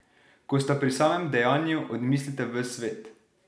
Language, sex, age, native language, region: Slovenian, male, 18-29, Slovenian, Drava region